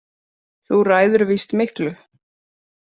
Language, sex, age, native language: Icelandic, female, 30-39, Icelandic